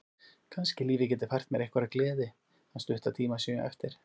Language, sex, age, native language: Icelandic, male, 40-49, Icelandic